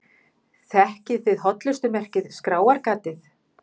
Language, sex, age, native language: Icelandic, female, 50-59, Icelandic